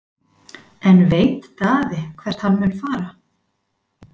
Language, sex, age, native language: Icelandic, female, 50-59, Icelandic